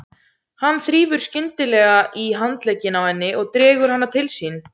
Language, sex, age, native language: Icelandic, female, 17, Icelandic